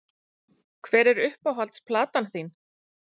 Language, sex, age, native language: Icelandic, female, 40-49, Icelandic